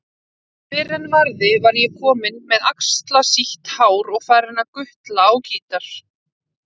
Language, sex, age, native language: Icelandic, female, 30-39, Icelandic